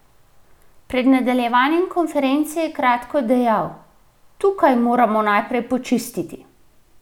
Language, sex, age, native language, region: Slovenian, female, 30-49, Slovenian, Central Slovenia